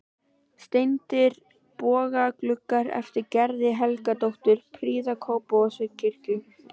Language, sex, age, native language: Icelandic, female, 12, Icelandic